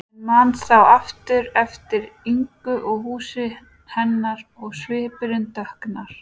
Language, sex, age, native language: Icelandic, female, 30-39, Icelandic